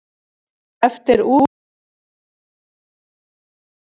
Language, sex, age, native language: Icelandic, female, 30-39, Icelandic